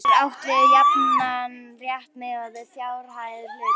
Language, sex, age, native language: Icelandic, female, 11, Icelandic